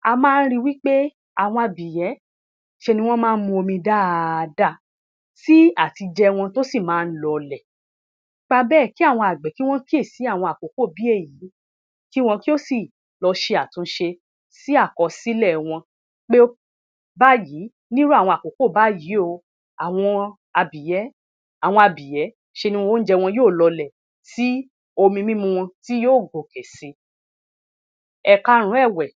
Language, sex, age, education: Yoruba, female, 30-45, tertiary